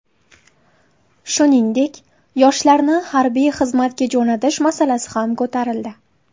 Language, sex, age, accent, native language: Uzbek, female, 18-24, Qashqadaryo, Uzbek